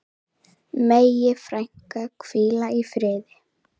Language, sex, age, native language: Icelandic, female, 10, Icelandic